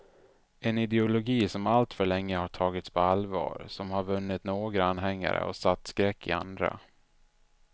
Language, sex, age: Swedish, male, 33